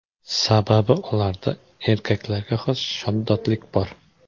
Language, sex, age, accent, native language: Uzbek, male, 18-24, Qoraqalpog'iston, Uzbek